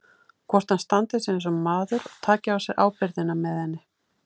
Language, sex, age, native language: Icelandic, female, 50-59, Icelandic